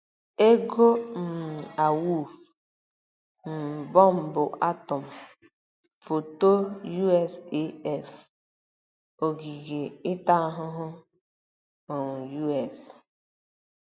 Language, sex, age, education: Igbo, female, 30-45, tertiary